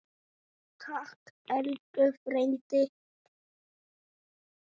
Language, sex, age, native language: Icelandic, male, 6, Icelandic